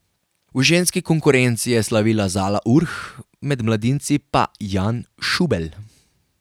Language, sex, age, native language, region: Slovenian, male, 18-29, Slovenian, Carinthia region